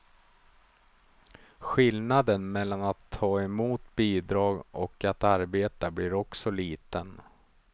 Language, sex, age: Swedish, male, 35